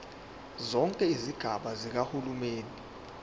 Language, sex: Zulu, male